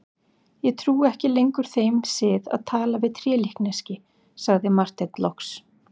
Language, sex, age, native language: Icelandic, female, 40-49, Icelandic